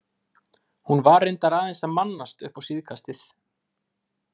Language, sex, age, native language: Icelandic, male, 20-29, Icelandic